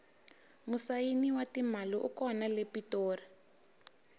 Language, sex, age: Tsonga, female, 19